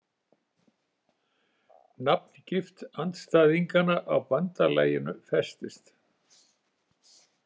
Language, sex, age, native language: Icelandic, male, 70-79, Icelandic